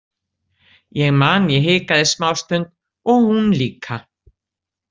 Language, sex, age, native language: Icelandic, female, 60-69, Icelandic